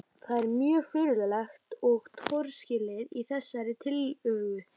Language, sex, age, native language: Icelandic, male, 12, Icelandic